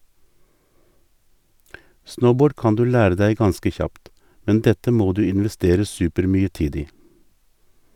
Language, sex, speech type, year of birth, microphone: Norwegian, male, read, 1958, Sennheiser